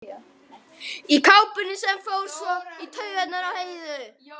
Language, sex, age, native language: Icelandic, male, 12, Icelandic